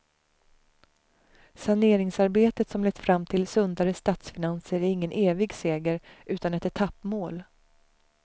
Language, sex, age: Swedish, female, 35